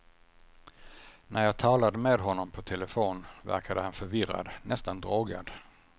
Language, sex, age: Swedish, male, 50